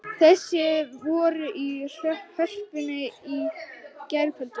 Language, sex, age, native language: Icelandic, female, 18-19, Icelandic